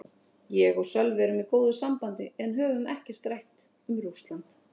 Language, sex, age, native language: Icelandic, female, 30-39, Icelandic